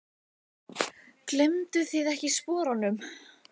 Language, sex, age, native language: Icelandic, female, 15, Icelandic